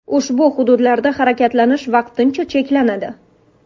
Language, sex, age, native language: Uzbek, female, 18-24, Uzbek